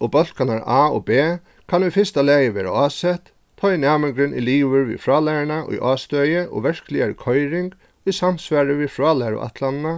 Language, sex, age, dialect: Faroese, male, 36-60, Suðurstreymoy